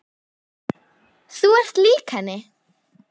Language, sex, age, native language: Icelandic, male, 9, Icelandic